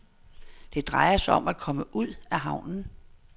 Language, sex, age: Danish, female, 59